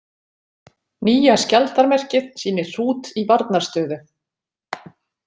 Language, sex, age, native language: Icelandic, female, 40-49, Icelandic